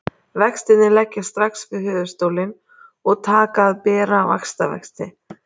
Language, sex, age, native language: Icelandic, female, 30-39, Icelandic